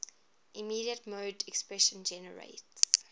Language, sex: English, female